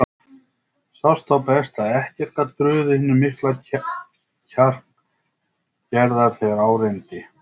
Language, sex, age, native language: Icelandic, male, 50-59, Icelandic